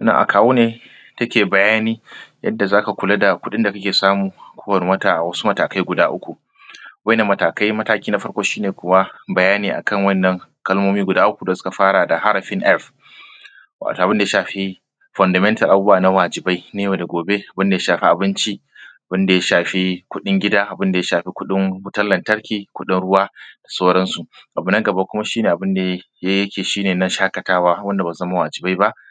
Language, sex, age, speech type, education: Hausa, male, 30-45, spontaneous, secondary